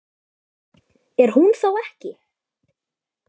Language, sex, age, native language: Icelandic, female, 8, Icelandic